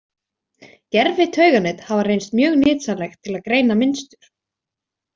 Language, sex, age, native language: Icelandic, female, 20-29, Icelandic